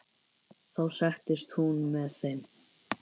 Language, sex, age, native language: Icelandic, male, 10, Icelandic